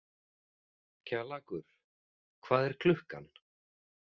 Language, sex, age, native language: Icelandic, male, 40-49, Icelandic